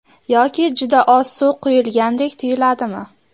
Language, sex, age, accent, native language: Uzbek, female, 18-24, Samarqand, Uzbek